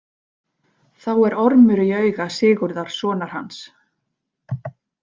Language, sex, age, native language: Icelandic, female, 40-49, Icelandic